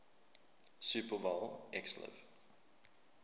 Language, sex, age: English, male, 24